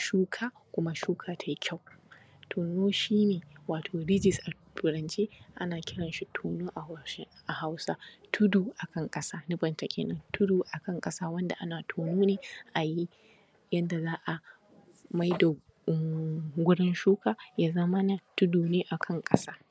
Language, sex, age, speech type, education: Hausa, female, 15-29, spontaneous, primary